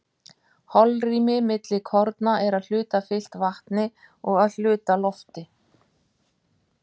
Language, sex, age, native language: Icelandic, female, 50-59, Icelandic